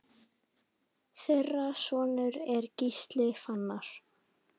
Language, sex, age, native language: Icelandic, female, 10, Icelandic